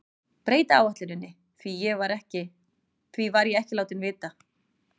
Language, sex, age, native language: Icelandic, female, 40-49, Icelandic